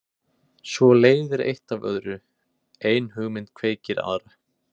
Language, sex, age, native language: Icelandic, male, 20-29, Icelandic